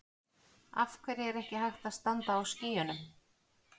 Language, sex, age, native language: Icelandic, female, 40-49, Icelandic